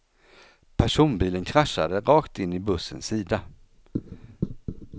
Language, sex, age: Swedish, male, 49